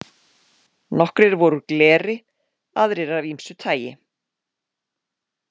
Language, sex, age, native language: Icelandic, female, 40-49, Icelandic